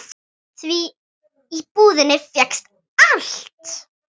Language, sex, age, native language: Icelandic, female, 8, Icelandic